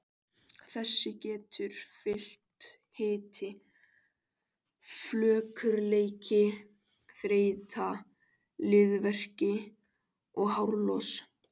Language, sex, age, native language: Icelandic, male, 18-19, Icelandic